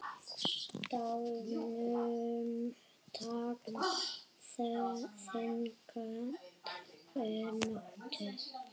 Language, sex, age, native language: Icelandic, female, 8, Icelandic